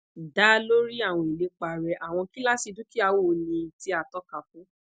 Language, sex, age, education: Yoruba, female, 15-29, tertiary